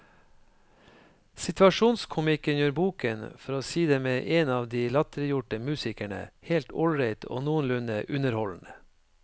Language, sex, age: Norwegian, male, 53